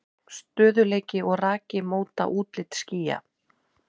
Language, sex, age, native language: Icelandic, female, 30-39, Icelandic